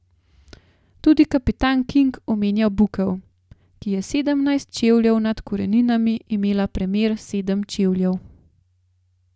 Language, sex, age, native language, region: Slovenian, female, 30-49, Slovenian, Gorenjska region